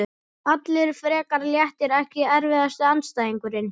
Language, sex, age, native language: Icelandic, male, 11, Icelandic